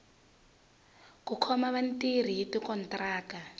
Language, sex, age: Tsonga, female, 20